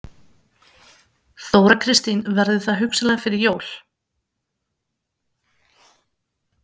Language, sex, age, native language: Icelandic, female, 30-39, Icelandic